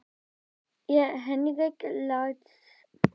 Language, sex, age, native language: Icelandic, female, 12, Icelandic